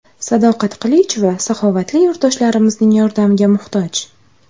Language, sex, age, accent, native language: Uzbek, female, 18-24, Andijon, Uzbek